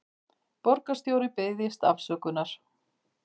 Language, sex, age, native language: Icelandic, female, 50-59, Icelandic